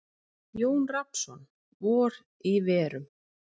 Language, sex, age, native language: Icelandic, female, 30-39, Icelandic